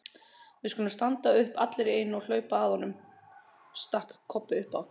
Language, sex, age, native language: Icelandic, female, 30-39, Icelandic